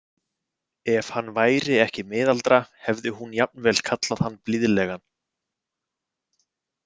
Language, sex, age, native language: Icelandic, male, 20-29, Icelandic